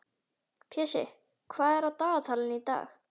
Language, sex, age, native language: Icelandic, male, 11, Icelandic